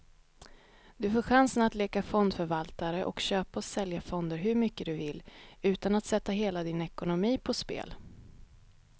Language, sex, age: Swedish, female, 31